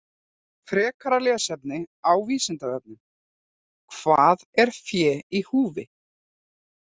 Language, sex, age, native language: Icelandic, female, 40-49, Icelandic